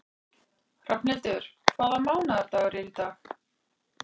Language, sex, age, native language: Icelandic, female, 40-49, Icelandic